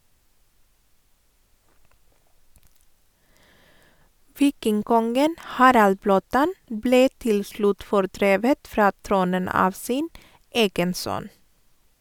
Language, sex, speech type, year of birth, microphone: Norwegian, female, read, 1983, Sennheiser